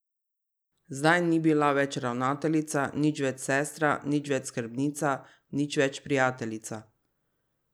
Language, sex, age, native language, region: Slovenian, female, 30-49, Slovenian, Drava region